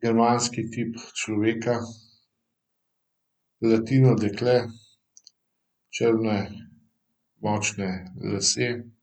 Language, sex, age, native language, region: Slovenian, male, 50-59, Slovenian, Central Slovenia